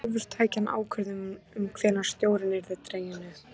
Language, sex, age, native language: Icelandic, female, 14, Icelandic